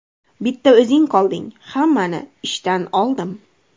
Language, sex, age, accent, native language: Uzbek, female, 25-34, Andijon, Uzbek